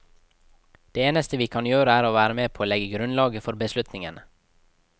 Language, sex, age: Norwegian, male, 24